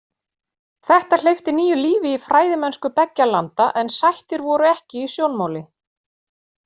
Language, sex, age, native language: Icelandic, female, 40-49, Icelandic